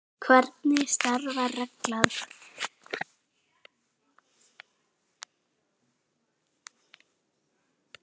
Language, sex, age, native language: Icelandic, female, 9, Icelandic